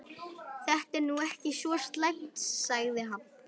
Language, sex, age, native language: Icelandic, female, 11, Icelandic